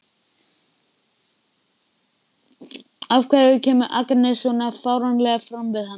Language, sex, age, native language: Icelandic, male, 12, Icelandic